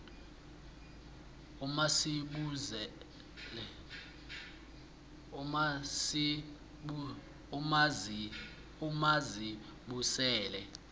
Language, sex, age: South Ndebele, male, 26